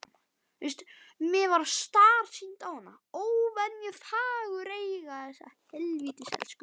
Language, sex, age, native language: Icelandic, male, 11, Icelandic